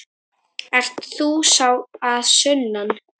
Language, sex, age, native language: Icelandic, female, 9, Icelandic